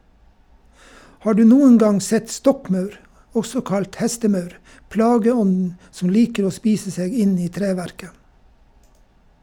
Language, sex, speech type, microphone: Norwegian, male, read, Shure